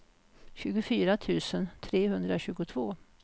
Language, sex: Swedish, female